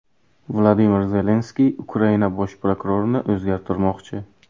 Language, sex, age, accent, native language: Uzbek, male, 18-24, Buxoro, Uzbek